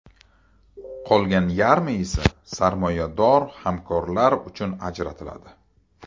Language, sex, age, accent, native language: Uzbek, male, 35+, Toshkent shahri, Uzbek